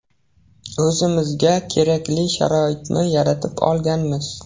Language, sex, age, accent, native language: Uzbek, male, 18-24, Jizzax, Uzbek